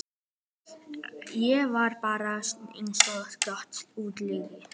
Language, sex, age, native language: Icelandic, male, 12, Icelandic